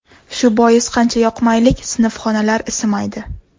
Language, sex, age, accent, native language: Uzbek, female, 18-24, Toshkent shahri, Uzbek